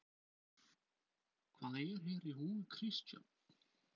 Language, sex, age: Icelandic, male, 20-29